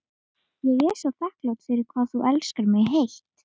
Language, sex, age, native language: Icelandic, female, 12, Icelandic